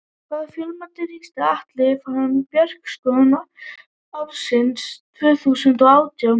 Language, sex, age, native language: Icelandic, female, 18-19, Icelandic